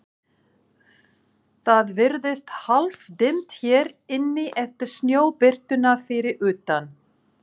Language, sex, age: Icelandic, female, 40-49